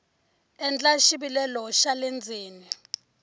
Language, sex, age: Tsonga, female, 20